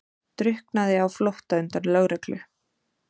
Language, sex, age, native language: Icelandic, female, 30-39, Icelandic